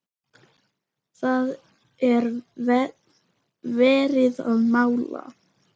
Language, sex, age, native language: Icelandic, male, 10, Icelandic